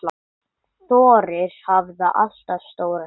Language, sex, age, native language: Icelandic, male, 9, English